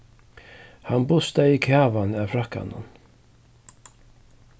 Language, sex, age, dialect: Faroese, male, 36-60, Suðurstreymoy